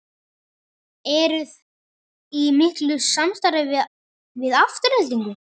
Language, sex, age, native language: Icelandic, male, 12, Icelandic